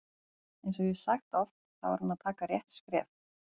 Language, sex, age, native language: Icelandic, female, 40-49, Icelandic